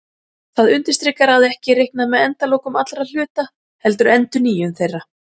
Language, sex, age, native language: Icelandic, female, 40-49, Icelandic